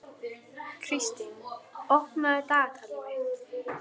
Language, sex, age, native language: Icelandic, female, 11, Icelandic